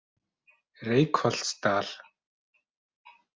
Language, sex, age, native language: Icelandic, male, 40-49, Icelandic